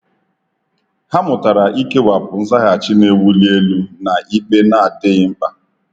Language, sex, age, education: Igbo, male, 30-45, tertiary